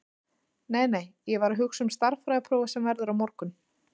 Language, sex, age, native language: Icelandic, female, 30-39, Icelandic